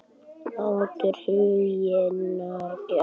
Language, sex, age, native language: Icelandic, male, 12, Icelandic